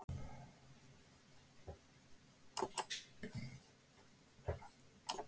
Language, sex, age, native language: Icelandic, male, 60-69, Icelandic